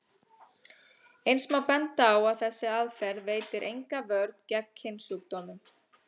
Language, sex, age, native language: Icelandic, female, 30-39, Icelandic